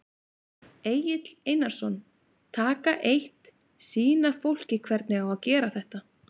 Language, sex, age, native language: Icelandic, female, 20-29, Icelandic